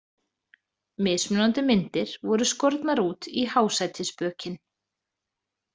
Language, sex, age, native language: Icelandic, female, 30-39, Icelandic